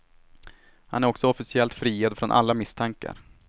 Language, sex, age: Swedish, male, 18